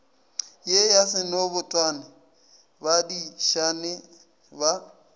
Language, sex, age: Northern Sotho, male, 20